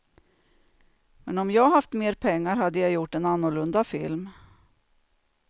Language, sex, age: Swedish, female, 49